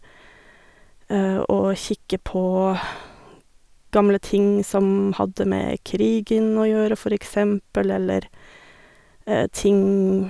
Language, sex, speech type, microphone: Norwegian, female, spontaneous, Sennheiser